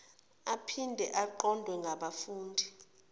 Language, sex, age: Zulu, female, 29